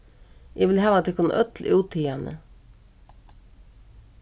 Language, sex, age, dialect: Faroese, female, 36-60, Suðuroy